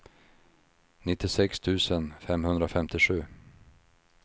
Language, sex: Swedish, male